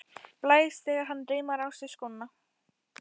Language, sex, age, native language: Icelandic, female, 11, Icelandic